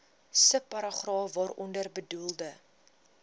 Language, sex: Afrikaans, female